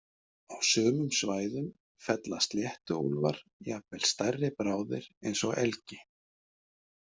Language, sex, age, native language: Icelandic, male, 50-59, Icelandic